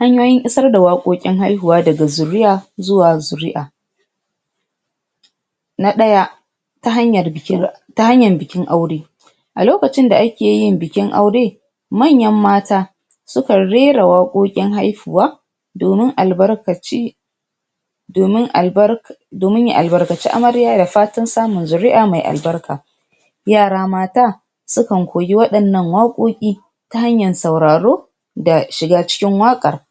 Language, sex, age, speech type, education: Hausa, female, 46-60, spontaneous, tertiary